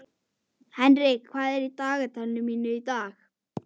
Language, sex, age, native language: Icelandic, male, 11, Icelandic